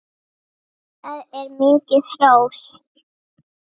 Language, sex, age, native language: Icelandic, female, 8, Icelandic